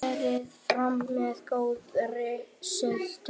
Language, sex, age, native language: Icelandic, male, 8, Icelandic